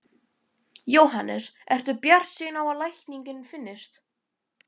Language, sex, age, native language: Icelandic, male, 11, Icelandic